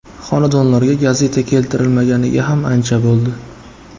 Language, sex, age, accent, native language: Uzbek, male, 25-34, Qashqadaryo, Uzbek